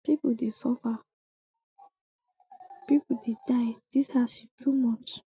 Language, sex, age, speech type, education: Nigerian Pidgin, female, 15-29, spontaneous, secondary